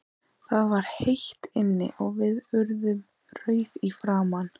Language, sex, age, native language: Icelandic, female, 14, Icelandic